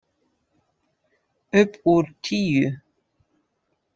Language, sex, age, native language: Icelandic, female, 50-59, Dutch